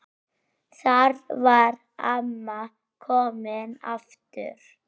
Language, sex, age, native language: Icelandic, female, 6, Icelandic